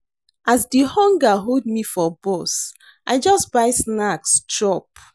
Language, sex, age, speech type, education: Nigerian Pidgin, female, 30-45, read, secondary